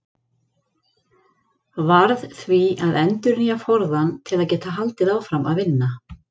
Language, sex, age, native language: Icelandic, female, 40-49, Icelandic